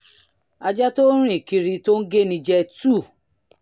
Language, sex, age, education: Yoruba, female, 46-60, tertiary